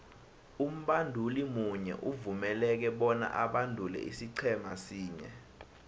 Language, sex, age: South Ndebele, male, 19